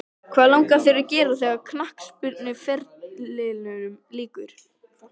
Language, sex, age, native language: Icelandic, male, 13, Icelandic